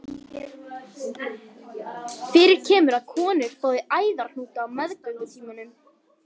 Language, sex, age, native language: Icelandic, female, 18-19, Icelandic